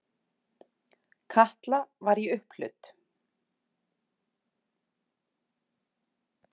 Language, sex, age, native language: Icelandic, female, 30-39, Icelandic